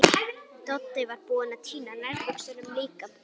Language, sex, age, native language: Icelandic, female, 11, Icelandic